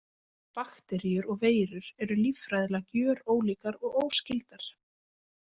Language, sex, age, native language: Icelandic, female, 20-29, Icelandic